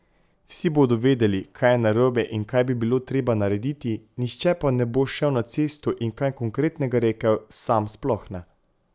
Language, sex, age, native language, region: Slovenian, male, 18-29, Slovenian, Pomurje region